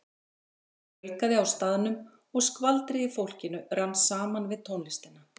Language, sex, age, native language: Icelandic, female, 40-49, Icelandic